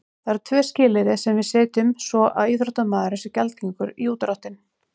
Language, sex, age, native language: Icelandic, female, 30-39, Icelandic